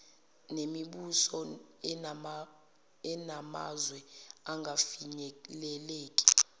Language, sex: Zulu, female